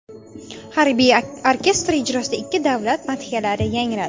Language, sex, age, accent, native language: Uzbek, female, 19-29, Xorazm, Uzbek